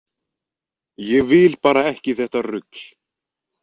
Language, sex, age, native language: Icelandic, male, 20-29, Icelandic